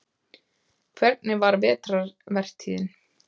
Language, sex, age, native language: Icelandic, female, 30-39, Icelandic